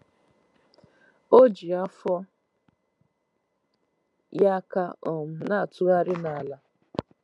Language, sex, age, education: Igbo, female, 15-29, tertiary